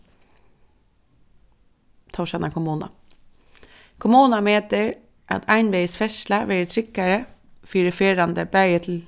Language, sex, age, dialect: Faroese, female, 15-35, Suðurstreymoy